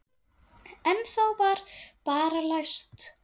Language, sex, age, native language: Icelandic, female, 8, Icelandic